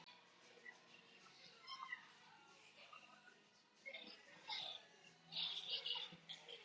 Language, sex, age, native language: Icelandic, female, 30-39, Icelandic